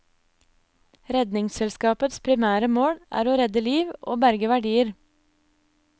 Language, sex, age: Norwegian, female, 24